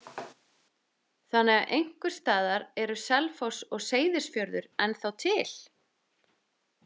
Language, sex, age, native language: Icelandic, female, 30-39, Icelandic